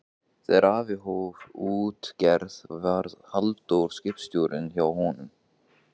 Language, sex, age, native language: Icelandic, male, 15, Icelandic